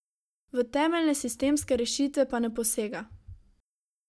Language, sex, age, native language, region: Slovenian, female, 18-29, Slovenian, Savinja region